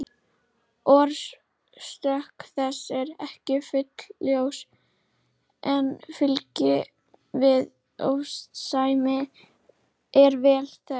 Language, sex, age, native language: Icelandic, female, 30-39, Icelandic